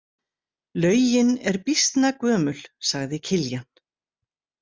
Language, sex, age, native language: Icelandic, female, 60-69, Icelandic